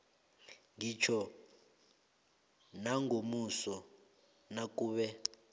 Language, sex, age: South Ndebele, male, 22